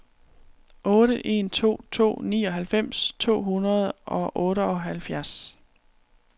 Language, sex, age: Danish, female, 36